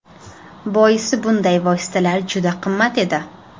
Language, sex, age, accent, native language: Uzbek, female, 12-17, Toshkent shahri, Uzbek